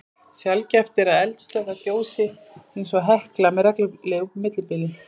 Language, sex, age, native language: Icelandic, female, 40-49, Icelandic